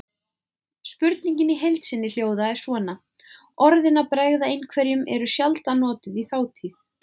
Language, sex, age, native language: Icelandic, female, 20-29, Icelandic